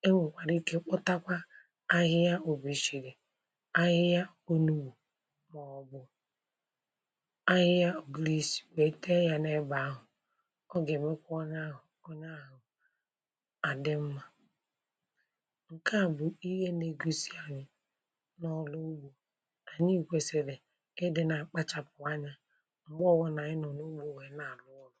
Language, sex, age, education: Igbo, male, 46-60, tertiary